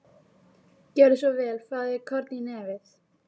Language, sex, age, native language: Icelandic, female, 11, Icelandic